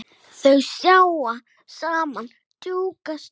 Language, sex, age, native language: Icelandic, male, 8, Icelandic